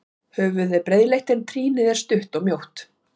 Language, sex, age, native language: Icelandic, female, 40-49, Icelandic